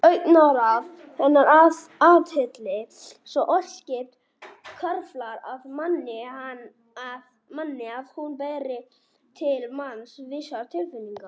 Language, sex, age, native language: Icelandic, male, 18-19, Icelandic